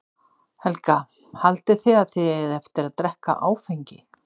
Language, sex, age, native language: Icelandic, female, 60-69, Icelandic